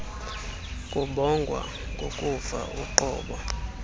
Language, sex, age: Xhosa, male, 26